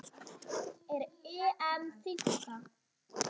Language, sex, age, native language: Icelandic, female, 10, Icelandic